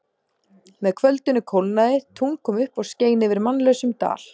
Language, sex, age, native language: Icelandic, female, 30-39, Icelandic